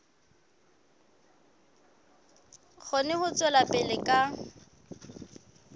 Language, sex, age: Southern Sotho, female, 22